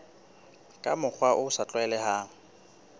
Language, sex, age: Southern Sotho, male, 23